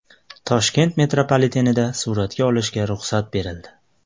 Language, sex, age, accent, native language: Uzbek, male, 25-34, Andijon, Uzbek